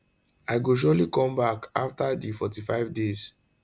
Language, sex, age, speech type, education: Nigerian Pidgin, male, 15-29, spontaneous, tertiary